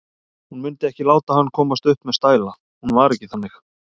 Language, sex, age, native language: Icelandic, male, 30-39, Icelandic